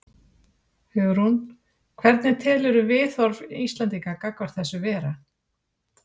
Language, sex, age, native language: Icelandic, female, 40-49, Icelandic